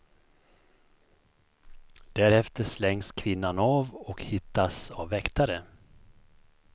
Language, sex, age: Swedish, male, 51